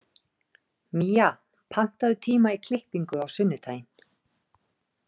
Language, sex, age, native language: Icelandic, female, 30-39, Icelandic